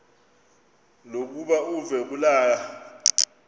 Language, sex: Xhosa, male